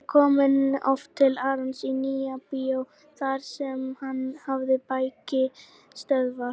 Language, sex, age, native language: Icelandic, female, 18-19, Icelandic